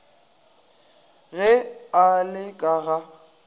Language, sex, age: Northern Sotho, male, 20